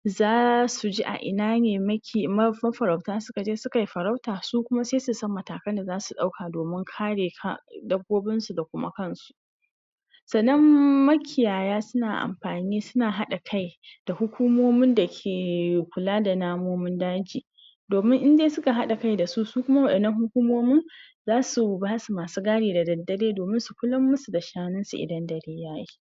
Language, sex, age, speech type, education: Hausa, female, 46-60, spontaneous, tertiary